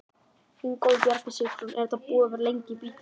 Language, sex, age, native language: Icelandic, male, 20-29, Icelandic